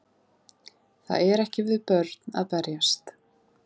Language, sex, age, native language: Icelandic, female, 30-39, Icelandic